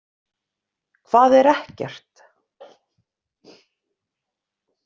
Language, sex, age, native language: Icelandic, female, 50-59, Icelandic